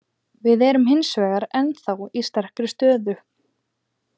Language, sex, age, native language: Icelandic, female, 20-29, Icelandic